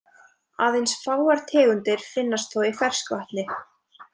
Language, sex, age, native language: Icelandic, female, 20-29, Icelandic